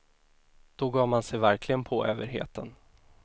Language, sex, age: Swedish, male, 24